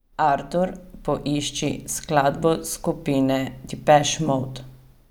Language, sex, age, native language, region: Slovenian, female, 30-49, Slovenian, Savinja region